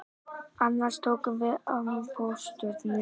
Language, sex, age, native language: Icelandic, male, 18-19, Icelandic